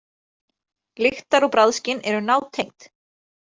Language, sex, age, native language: Icelandic, female, 30-39, Icelandic